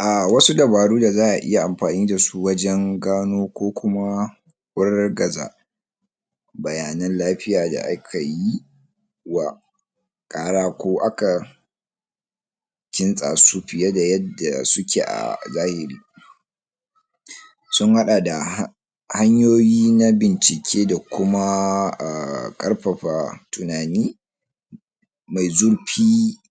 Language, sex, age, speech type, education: Hausa, male, 46-60, spontaneous, tertiary